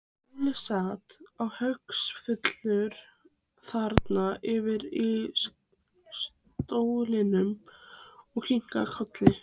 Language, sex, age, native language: Icelandic, female, 15, Icelandic